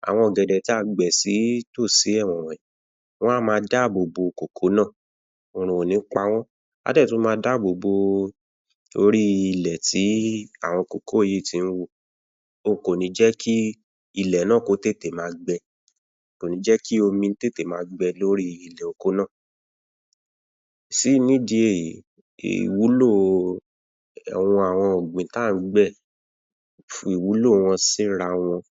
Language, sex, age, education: Yoruba, male, 15-29, tertiary